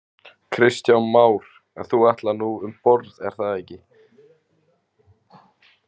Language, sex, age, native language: Icelandic, male, 20-29, Icelandic